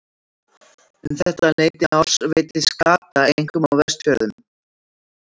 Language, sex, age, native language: Icelandic, female, 60-69, Icelandic